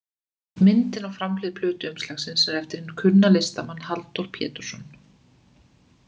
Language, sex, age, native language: Icelandic, female, 20-29, Icelandic